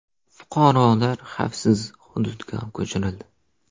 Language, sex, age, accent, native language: Uzbek, male, 12-17, Qoraqalpog'iston, Uzbek